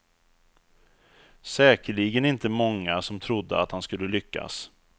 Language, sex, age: Swedish, male, 34